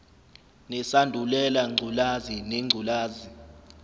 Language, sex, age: Zulu, male, 25